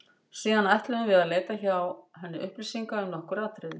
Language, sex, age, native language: Icelandic, female, 60-69, Icelandic